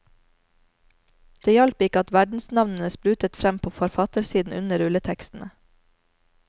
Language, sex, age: Norwegian, female, 34